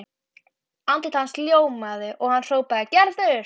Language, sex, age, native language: Icelandic, female, 12, Icelandic